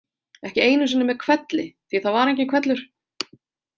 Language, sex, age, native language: Icelandic, female, 30-39, Icelandic